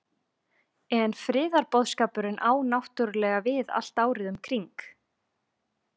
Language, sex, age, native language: Icelandic, female, 20-29, Icelandic